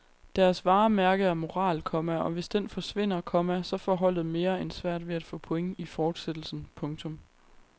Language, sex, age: Danish, female, 23